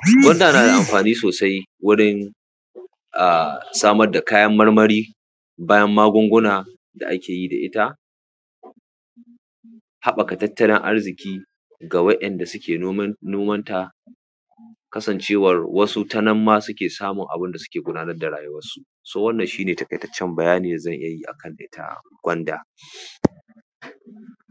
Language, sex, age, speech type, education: Hausa, male, 15-29, spontaneous, tertiary